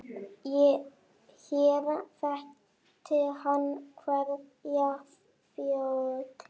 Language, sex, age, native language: Icelandic, male, 9, Icelandic